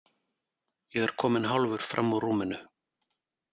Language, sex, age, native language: Icelandic, male, 40-49, Icelandic